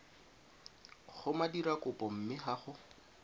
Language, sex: Tswana, male